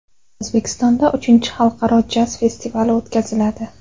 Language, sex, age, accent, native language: Uzbek, female, 18-24, Andijon, Uzbek